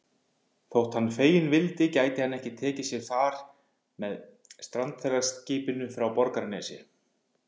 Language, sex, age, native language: Icelandic, male, 50-59, Icelandic